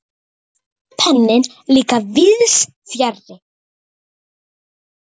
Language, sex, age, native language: Icelandic, female, 10, Icelandic